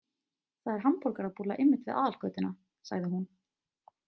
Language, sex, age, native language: Icelandic, female, 20-29, Icelandic